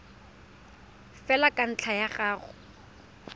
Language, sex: Tswana, female